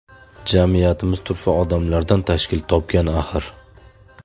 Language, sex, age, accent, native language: Uzbek, male, 25-34, Farg'ona, Uzbek